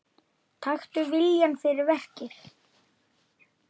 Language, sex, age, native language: Icelandic, male, 8, Icelandic